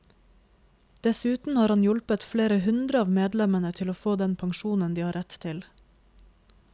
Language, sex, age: Norwegian, female, 26